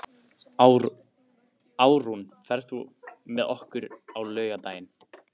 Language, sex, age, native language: Icelandic, male, 15, Icelandic